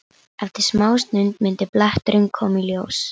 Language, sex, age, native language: Icelandic, female, 11, Icelandic